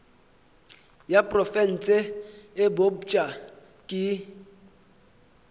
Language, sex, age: Northern Sotho, male, 23